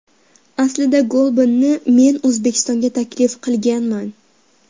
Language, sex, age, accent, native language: Uzbek, female, 12-17, Farg'ona, Uzbek